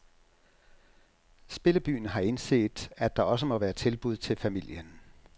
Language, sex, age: Danish, male, 67